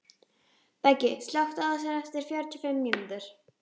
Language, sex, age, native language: Icelandic, female, 12, Icelandic